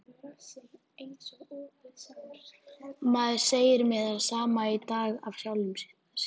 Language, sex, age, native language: Icelandic, female, 14, Icelandic